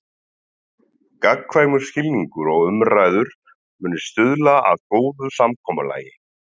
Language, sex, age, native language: Icelandic, male, 30-39, Icelandic